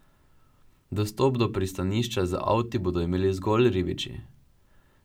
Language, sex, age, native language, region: Slovenian, male, 12-17, Slovenian, Drava region